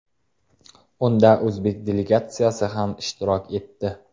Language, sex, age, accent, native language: Uzbek, male, 18-24, Qashqadaryo, Uzbek